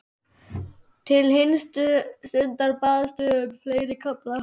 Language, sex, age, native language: Icelandic, male, 12, Icelandic